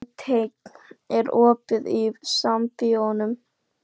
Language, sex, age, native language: Icelandic, female, 12, Icelandic